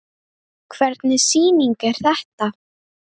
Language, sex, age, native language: Icelandic, female, 9, Icelandic